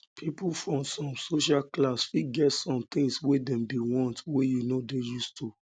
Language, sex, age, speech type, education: Nigerian Pidgin, male, 30-45, spontaneous, tertiary